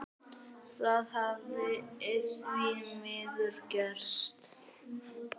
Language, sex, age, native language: Icelandic, male, 9, Icelandic